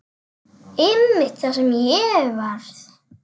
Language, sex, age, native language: Icelandic, female, 8, Icelandic